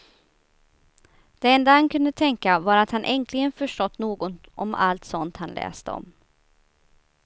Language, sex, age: Swedish, female, 29